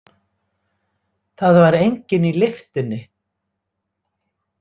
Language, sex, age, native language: Icelandic, female, 60-69, Icelandic